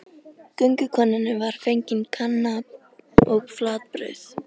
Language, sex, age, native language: Icelandic, female, 13, Icelandic